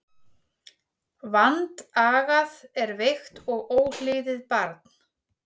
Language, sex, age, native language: Icelandic, female, 40-49, Icelandic